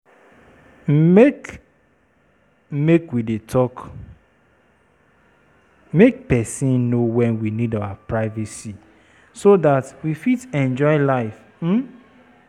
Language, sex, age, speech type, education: Nigerian Pidgin, female, 30-45, spontaneous, tertiary